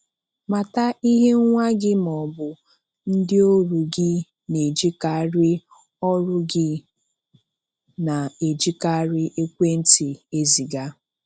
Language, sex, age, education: Igbo, female, 30-45, tertiary